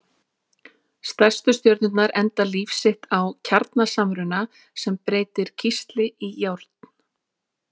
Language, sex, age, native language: Icelandic, female, 40-49, Icelandic